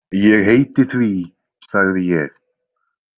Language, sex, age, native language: Icelandic, male, 20-29, Icelandic